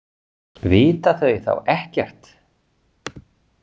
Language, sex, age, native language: Icelandic, male, 40-49, Icelandic